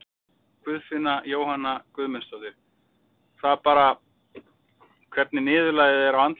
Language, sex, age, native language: Icelandic, male, 40-49, Icelandic